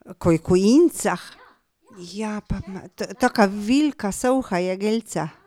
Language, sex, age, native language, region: Slovenian, female, 50-59, Slovenian, Drava region